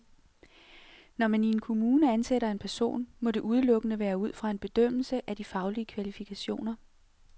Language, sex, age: Danish, female, 46